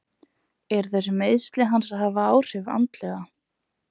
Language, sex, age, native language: Icelandic, female, 20-29, Icelandic